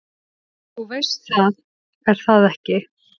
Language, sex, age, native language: Icelandic, female, 30-39, Icelandic